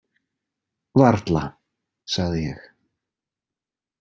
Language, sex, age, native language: Icelandic, male, 40-49, Icelandic